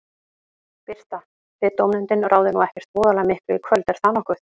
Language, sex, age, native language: Icelandic, female, 18-19, Icelandic